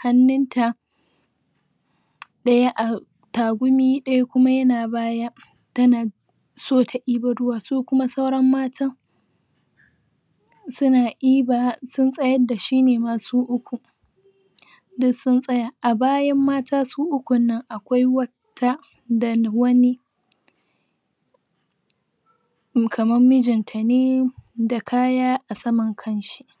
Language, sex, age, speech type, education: Hausa, female, 15-29, spontaneous, tertiary